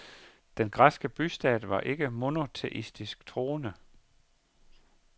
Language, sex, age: Danish, male, 51